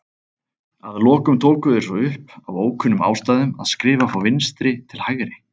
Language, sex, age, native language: Icelandic, male, 30-39, Icelandic